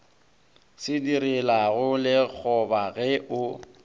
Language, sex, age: Northern Sotho, male, 22